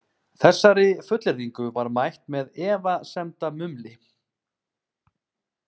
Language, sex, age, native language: Icelandic, male, 30-39, Icelandic